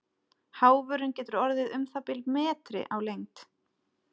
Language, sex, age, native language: Icelandic, female, 30-39, Icelandic